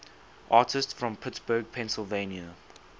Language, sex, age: English, male, 19